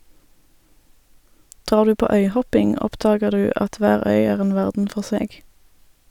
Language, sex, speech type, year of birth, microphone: Norwegian, female, read, 1987, Sennheiser